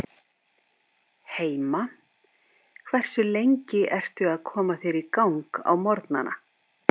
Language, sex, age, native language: Icelandic, female, 50-59, Icelandic